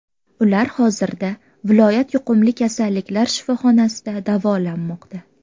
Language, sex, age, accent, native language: Uzbek, female, 18-24, Farg'ona, Uzbek